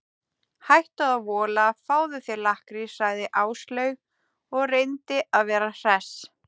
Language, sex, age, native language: Icelandic, female, 20-29, Icelandic